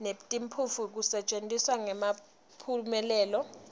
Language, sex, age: Swati, female, 19